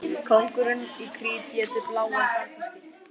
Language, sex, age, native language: Icelandic, male, 11, Icelandic